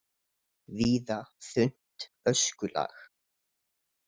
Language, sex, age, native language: Icelandic, male, 20-29, Icelandic